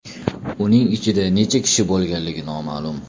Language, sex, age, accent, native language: Uzbek, male, 35+, Toshkent shahri, Uzbek